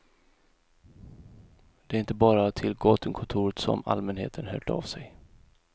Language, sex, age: Swedish, male, 31